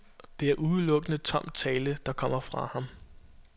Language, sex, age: Danish, male, 22